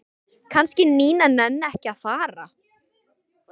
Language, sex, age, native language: Icelandic, male, 13, Icelandic